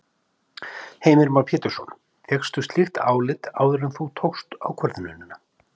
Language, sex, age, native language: Icelandic, male, 50-59, Icelandic